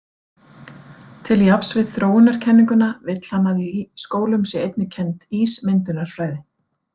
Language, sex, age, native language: Icelandic, female, 40-49, Icelandic